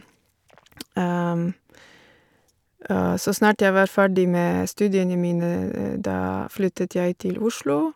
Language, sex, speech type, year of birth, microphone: Norwegian, female, spontaneous, 1970, Shure